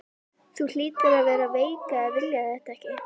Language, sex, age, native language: Icelandic, female, 11, Icelandic